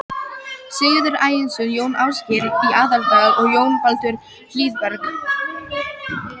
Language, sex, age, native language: Icelandic, female, 18-19, Icelandic